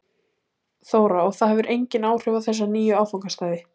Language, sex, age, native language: Icelandic, female, 30-39, Icelandic